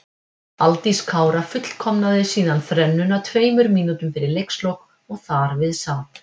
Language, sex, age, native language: Icelandic, female, 50-59, Icelandic